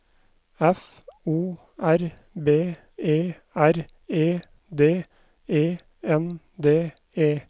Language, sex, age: Norwegian, male, 29